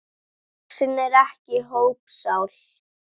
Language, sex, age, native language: Icelandic, female, 10, Icelandic